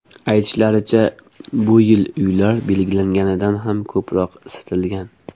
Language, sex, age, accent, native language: Uzbek, male, 18-24, Farg'ona, Uzbek